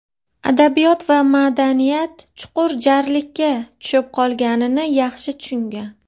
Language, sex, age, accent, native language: Uzbek, female, 30-39, Farg'ona, Uzbek